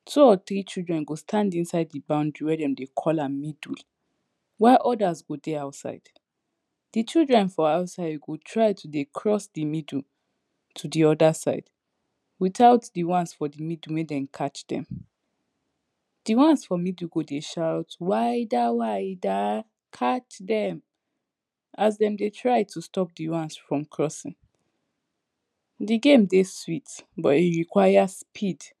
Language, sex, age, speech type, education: Nigerian Pidgin, female, 15-29, spontaneous, tertiary